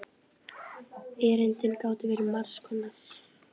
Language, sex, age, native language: Icelandic, female, 10, Icelandic